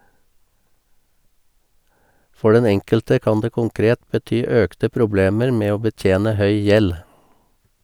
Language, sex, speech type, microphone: Norwegian, male, read, Sennheiser